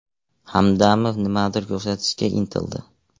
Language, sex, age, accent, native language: Uzbek, male, 18-24, Andijon, Uzbek